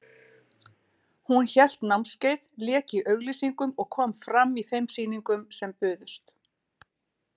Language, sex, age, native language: Icelandic, female, 60-69, Icelandic